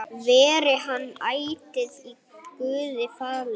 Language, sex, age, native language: Icelandic, male, 8, Icelandic